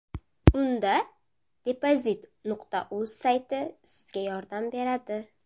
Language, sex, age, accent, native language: Uzbek, female, 19-29, Surxondaryo, Uzbek